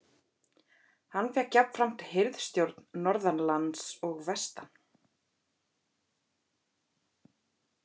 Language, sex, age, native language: Icelandic, female, 30-39, Icelandic